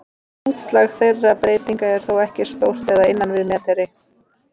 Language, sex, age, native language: Icelandic, female, 30-39, Icelandic